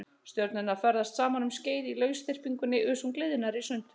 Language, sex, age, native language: Icelandic, male, 30-39, Icelandic